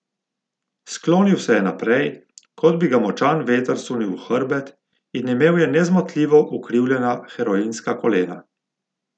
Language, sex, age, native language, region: Slovenian, male, 50-59, Slovenian, Gorica region